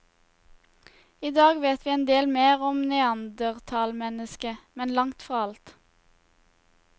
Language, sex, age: Norwegian, female, 21